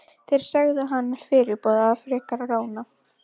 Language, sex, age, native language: Icelandic, female, 12, Icelandic